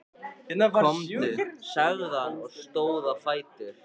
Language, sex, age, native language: Icelandic, male, 14, Icelandic